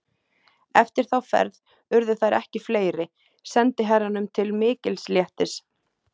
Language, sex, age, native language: Icelandic, female, 30-39, Icelandic